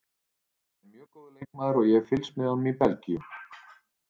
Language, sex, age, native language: Icelandic, male, 30-39, Icelandic